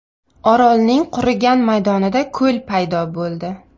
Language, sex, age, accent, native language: Uzbek, female, 25-34, Navoiy, Uzbek